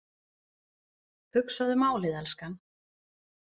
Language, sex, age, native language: Icelandic, other, 40-49, Icelandic